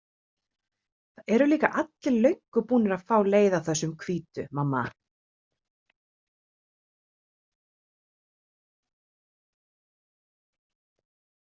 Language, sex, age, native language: Icelandic, female, 30-39, Icelandic